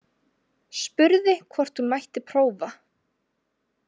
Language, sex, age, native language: Icelandic, female, 20-29, Icelandic